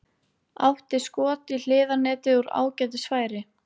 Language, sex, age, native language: Icelandic, female, 18-19, Icelandic